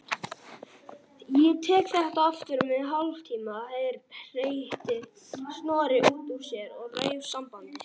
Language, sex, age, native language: Icelandic, male, 18-19, Icelandic